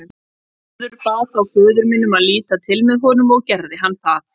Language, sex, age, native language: Icelandic, female, 30-39, Icelandic